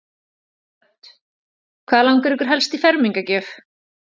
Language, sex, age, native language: Icelandic, female, 40-49, Icelandic